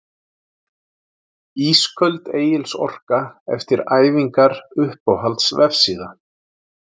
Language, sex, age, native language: Icelandic, male, 40-49, Icelandic